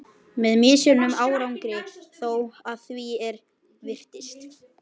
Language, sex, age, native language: Icelandic, male, 12, Icelandic